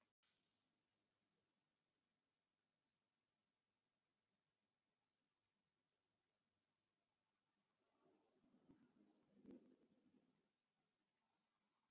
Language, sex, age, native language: Icelandic, female, 60-69, Icelandic